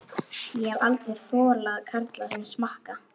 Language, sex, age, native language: Icelandic, male, 11, Icelandic